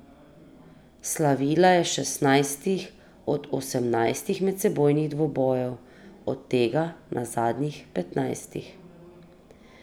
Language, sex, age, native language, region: Slovenian, female, 30-49, Slovenian, Drava region